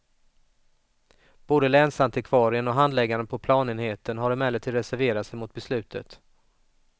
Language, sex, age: Swedish, male, 44